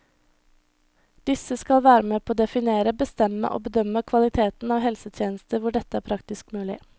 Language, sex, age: Norwegian, female, 21